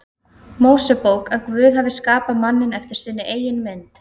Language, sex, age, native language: Icelandic, female, 30-39, Icelandic